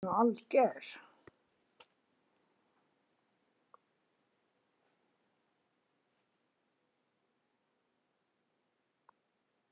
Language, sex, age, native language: Icelandic, female, 70-79, Icelandic